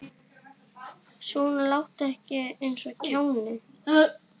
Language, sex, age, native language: Icelandic, female, 11, Icelandic